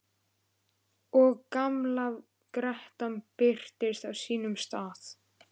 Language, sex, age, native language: Icelandic, male, 11, Icelandic